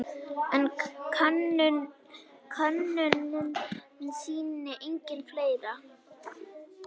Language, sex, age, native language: Icelandic, female, 18-19, Icelandic